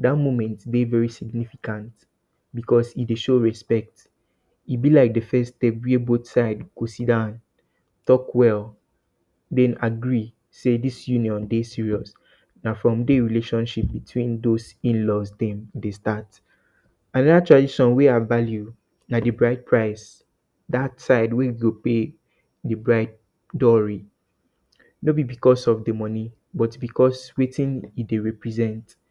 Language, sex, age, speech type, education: Nigerian Pidgin, male, 30-45, spontaneous, tertiary